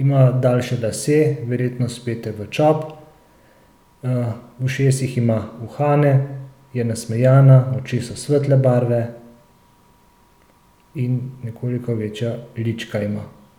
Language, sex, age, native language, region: Slovenian, male, 30-49, Slovenian, Central Slovenia